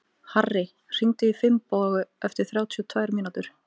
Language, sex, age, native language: Icelandic, female, 18-19, Icelandic